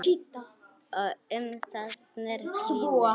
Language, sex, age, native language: Icelandic, female, 9, Icelandic